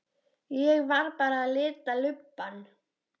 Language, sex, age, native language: Icelandic, female, 13, Icelandic